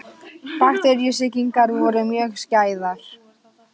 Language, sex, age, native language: Icelandic, female, 18-19, Icelandic